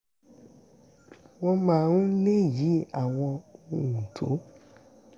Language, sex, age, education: Yoruba, female, 46-60, secondary